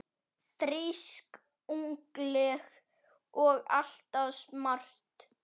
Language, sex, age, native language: Icelandic, male, 9, Icelandic